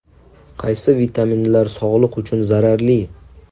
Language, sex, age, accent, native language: Uzbek, male, 19-29, Toshkent viloyati, Uzbek